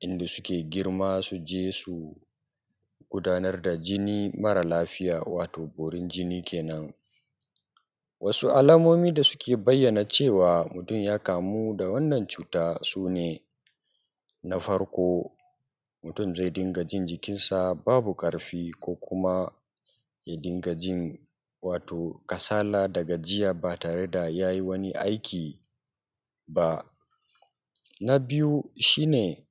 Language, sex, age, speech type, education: Hausa, male, 15-29, spontaneous, secondary